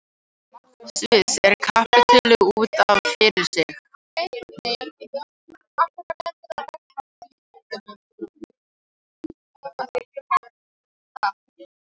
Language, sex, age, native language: Icelandic, other, 18-19, Icelandic